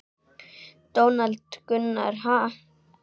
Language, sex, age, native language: Icelandic, male, 8, Icelandic